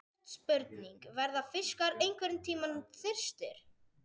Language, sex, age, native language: Icelandic, male, 40-49, Spanish